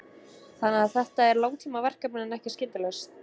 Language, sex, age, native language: Icelandic, female, 30-39, Icelandic